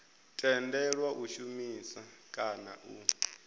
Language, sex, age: Venda, male, 22